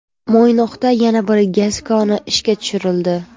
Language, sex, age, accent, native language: Uzbek, female, 18-24, Navoiy, Uzbek